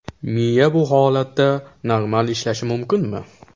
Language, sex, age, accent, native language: Uzbek, male, 18-24, Toshkent shahri, Uzbek